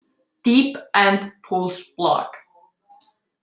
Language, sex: Icelandic, male